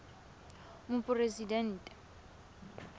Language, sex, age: Tswana, female, 20